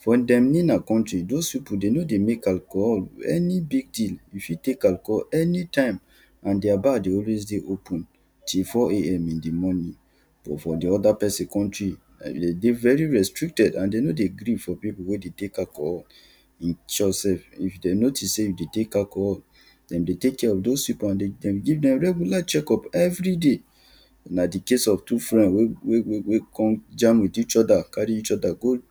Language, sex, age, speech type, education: Nigerian Pidgin, male, 30-45, spontaneous, tertiary